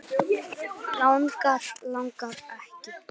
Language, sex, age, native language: Icelandic, male, 8, Icelandic